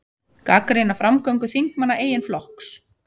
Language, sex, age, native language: Icelandic, female, 30-39, Icelandic